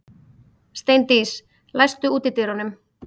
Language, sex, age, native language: Icelandic, female, 30-39, Icelandic